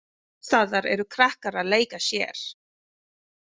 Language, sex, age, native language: Icelandic, female, 40-49, Filipino